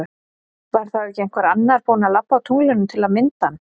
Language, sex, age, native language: Icelandic, female, 30-39, Icelandic